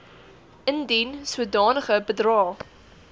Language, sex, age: Afrikaans, female, 18